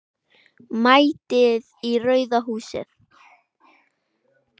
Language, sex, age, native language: Icelandic, male, 9, Icelandic